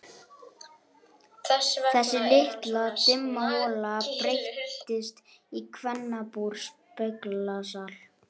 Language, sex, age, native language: Icelandic, male, 11, Icelandic